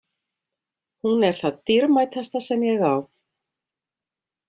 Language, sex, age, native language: Icelandic, female, 50-59, Icelandic